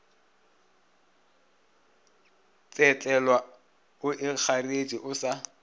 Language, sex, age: Northern Sotho, male, 26